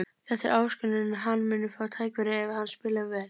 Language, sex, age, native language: Icelandic, female, 30-39, Icelandic